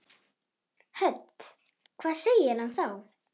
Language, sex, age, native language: Icelandic, female, 6, Icelandic